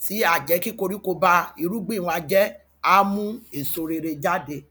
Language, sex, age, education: Yoruba, female, 46-60, tertiary